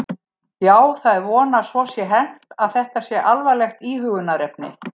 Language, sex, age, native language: Icelandic, female, 70-79, Icelandic